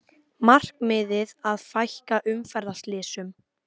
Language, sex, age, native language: Icelandic, female, 18-19, Icelandic